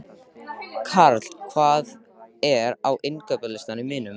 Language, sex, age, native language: Icelandic, male, 13, Icelandic